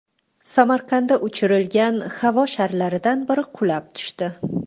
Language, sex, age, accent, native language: Uzbek, female, 25-34, Toshkent shahri, Uzbek